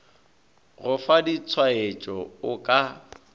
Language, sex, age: Northern Sotho, male, 22